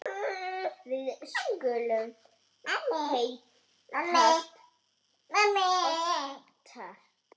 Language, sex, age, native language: Icelandic, female, 6, Icelandic